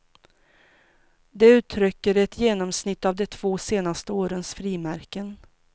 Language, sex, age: Swedish, female, 42